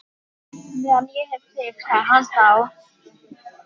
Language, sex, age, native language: Icelandic, female, 14, Icelandic